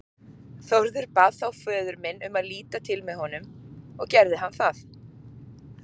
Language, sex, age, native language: Icelandic, female, 40-49, Icelandic